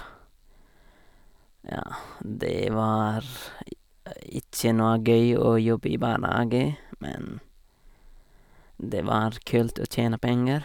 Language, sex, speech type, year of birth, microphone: Norwegian, male, spontaneous, 1989, Sennheiser